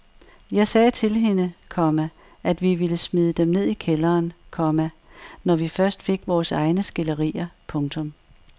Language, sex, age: Danish, female, 64